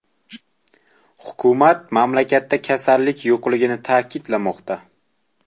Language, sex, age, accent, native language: Uzbek, male, 18-24, Toshkent viloyati, Uzbek